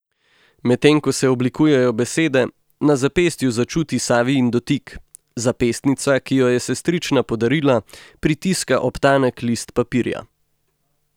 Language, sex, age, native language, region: Slovenian, male, 18-29, Slovenian, Gorenjska region